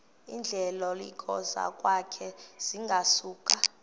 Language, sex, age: Xhosa, female, 21